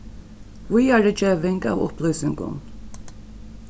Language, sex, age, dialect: Faroese, female, 36-60, Norðuroyggjar